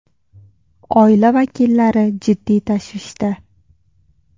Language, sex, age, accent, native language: Uzbek, female, 19-29, Toshkent shahri, Uzbek